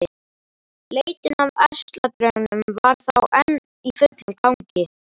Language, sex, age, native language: Icelandic, male, 11, Icelandic